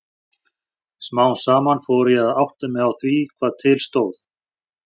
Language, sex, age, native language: Icelandic, male, 40-49, Icelandic